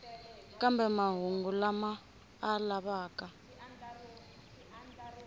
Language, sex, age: Tsonga, female, 25